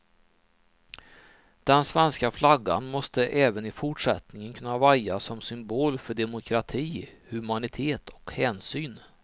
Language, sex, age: Swedish, male, 39